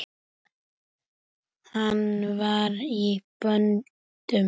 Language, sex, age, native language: Icelandic, female, 7, Icelandic